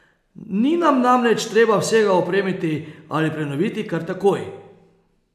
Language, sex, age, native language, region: Slovenian, male, 30-49, Slovenian, Posavska region